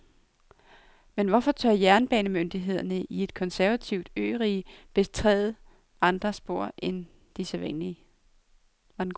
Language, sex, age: Danish, female, 23